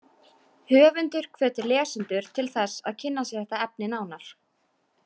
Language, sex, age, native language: Icelandic, female, 18-19, Icelandic